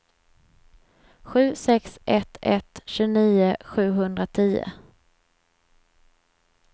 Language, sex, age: Swedish, female, 26